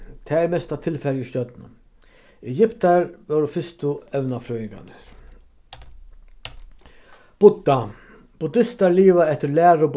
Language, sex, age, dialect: Faroese, male, 36-60, Vágar